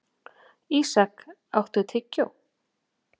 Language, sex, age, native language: Icelandic, female, 40-49, Icelandic